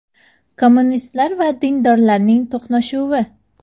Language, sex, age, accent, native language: Uzbek, female, 19-29, Samarqand, Uzbek